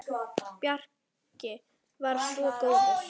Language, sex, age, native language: Icelandic, female, 10, Icelandic